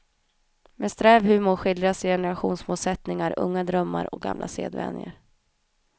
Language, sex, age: Swedish, female, 31